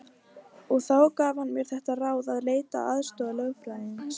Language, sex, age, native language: Icelandic, female, 18-19, Icelandic